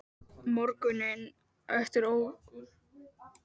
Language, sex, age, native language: Icelandic, male, 12, Icelandic